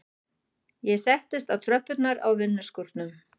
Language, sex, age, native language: Icelandic, female, 40-49, German